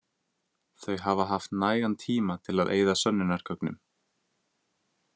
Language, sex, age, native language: Icelandic, male, 20-29, Icelandic